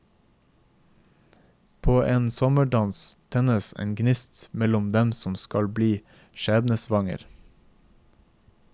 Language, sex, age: Norwegian, male, 24